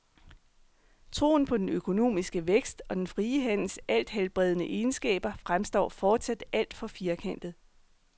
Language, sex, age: Danish, female, 39